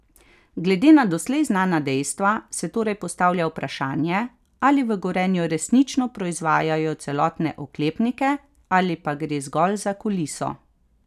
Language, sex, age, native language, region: Slovenian, female, 30-49, Slovenian, Carinthia region